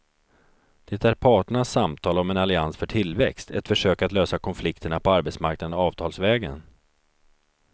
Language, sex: Swedish, male